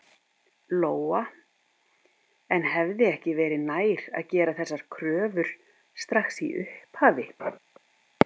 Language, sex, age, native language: Icelandic, female, 50-59, Icelandic